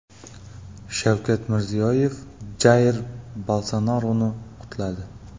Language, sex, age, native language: Uzbek, male, 25-34, Uzbek